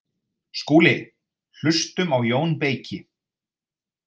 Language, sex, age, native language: Icelandic, male, 30-39, Icelandic